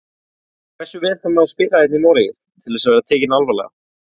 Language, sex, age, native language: Icelandic, male, 20-29, Icelandic